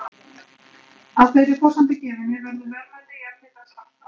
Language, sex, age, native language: Icelandic, male, 12, Icelandic